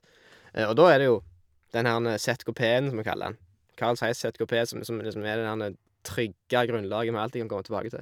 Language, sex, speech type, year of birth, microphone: Norwegian, male, spontaneous, 1991, Shure